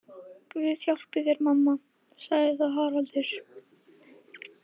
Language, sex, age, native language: Icelandic, female, 15, Icelandic